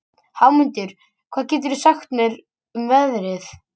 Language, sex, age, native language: Icelandic, male, 18-19, Icelandic